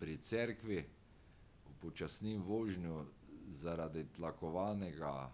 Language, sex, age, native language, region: Slovenian, male, 60+, Slovenian, Drava region